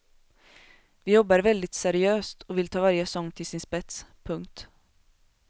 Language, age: Swedish, 21